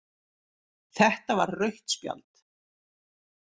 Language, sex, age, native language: Icelandic, female, 60-69, Icelandic